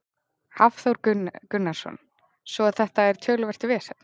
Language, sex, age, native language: Icelandic, female, 20-29, Icelandic